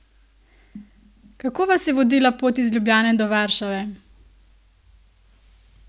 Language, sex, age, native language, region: Slovenian, female, 18-29, Slovenian, Gorenjska region